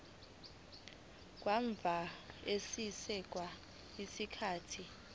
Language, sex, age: Zulu, female, 19